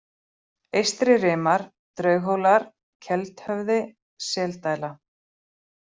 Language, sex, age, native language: Icelandic, female, 40-49, Icelandic